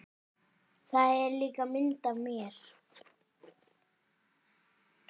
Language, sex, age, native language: Icelandic, male, 18-19, Icelandic